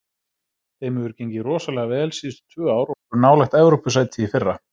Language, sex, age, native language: Icelandic, male, 30-39, Icelandic